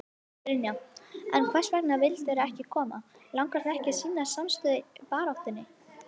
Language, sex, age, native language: Icelandic, female, 18-19, Icelandic